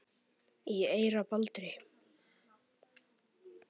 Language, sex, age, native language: Icelandic, male, 10, Icelandic